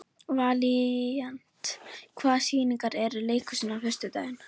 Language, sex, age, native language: Icelandic, female, 11, Icelandic